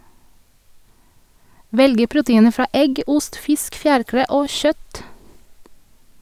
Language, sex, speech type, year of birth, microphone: Norwegian, female, read, 1982, Sennheiser